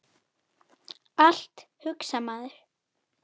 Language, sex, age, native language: Icelandic, female, 8, Icelandic